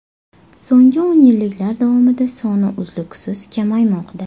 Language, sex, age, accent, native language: Uzbek, female, 18-24, Toshkent shahri, Uzbek